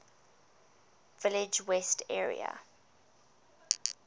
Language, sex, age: English, female, 20